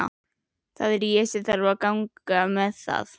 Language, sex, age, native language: Icelandic, female, 11, Icelandic